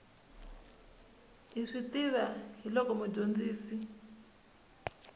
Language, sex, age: Tsonga, female, 19